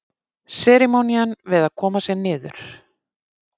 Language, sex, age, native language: Icelandic, female, 50-59, Icelandic